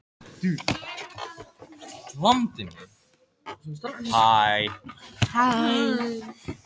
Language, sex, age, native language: Icelandic, male, 13, Icelandic